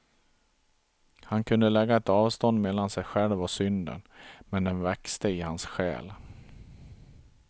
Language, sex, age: Swedish, male, 42